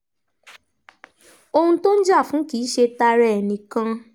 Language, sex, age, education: Yoruba, female, 15-29, tertiary